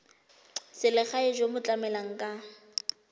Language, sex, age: Tswana, female, 20